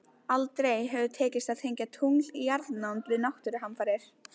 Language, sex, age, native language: Icelandic, female, 20-29, Icelandic